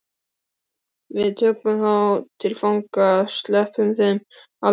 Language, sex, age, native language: Icelandic, male, 12, Icelandic